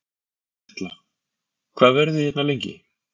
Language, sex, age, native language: Icelandic, male, 40-49, Icelandic